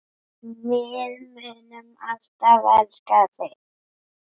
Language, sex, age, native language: Icelandic, female, 8, Icelandic